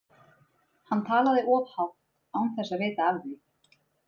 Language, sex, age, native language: Icelandic, female, 30-39, Icelandic